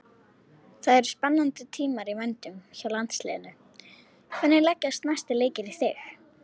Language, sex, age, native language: Icelandic, female, 18-19, Icelandic